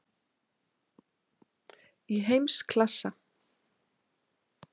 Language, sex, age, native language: Icelandic, female, 60-69, Icelandic